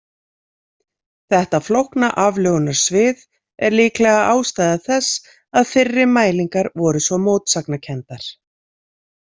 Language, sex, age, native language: Icelandic, female, 40-49, Icelandic